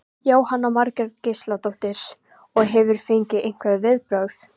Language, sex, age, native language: Icelandic, female, 14, Icelandic